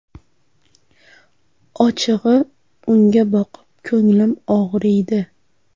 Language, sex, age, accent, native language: Uzbek, female, 18-24, Farg'ona, Uzbek